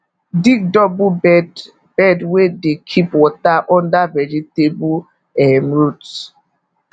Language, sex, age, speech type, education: Nigerian Pidgin, female, 15-29, spontaneous, tertiary